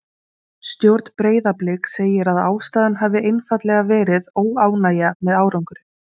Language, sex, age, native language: Icelandic, female, 20-29, Icelandic